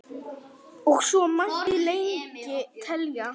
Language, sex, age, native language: Icelandic, male, 9, Icelandic